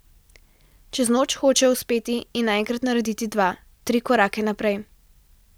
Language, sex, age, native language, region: Slovenian, female, 12-17, Slovenian, Central Slovenia